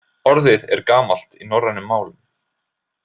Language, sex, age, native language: Icelandic, male, 20-29, Icelandic